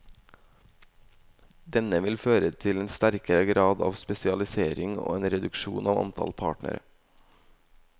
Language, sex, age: Norwegian, male, 18